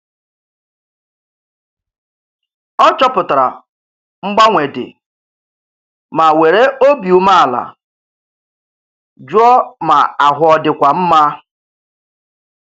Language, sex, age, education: Igbo, male, 30-45, tertiary